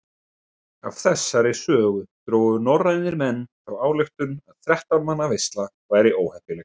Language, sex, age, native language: Icelandic, male, 30-39, Icelandic